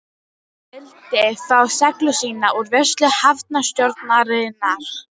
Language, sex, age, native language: Icelandic, female, 12, Icelandic